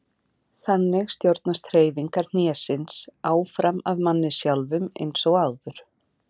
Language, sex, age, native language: Icelandic, female, 40-49, Icelandic